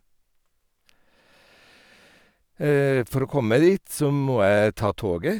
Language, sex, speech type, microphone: Norwegian, male, spontaneous, Sennheiser